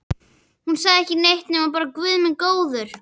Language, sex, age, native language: Icelandic, female, 11, Icelandic